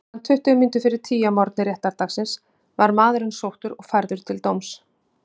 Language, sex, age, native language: Icelandic, female, 50-59, Icelandic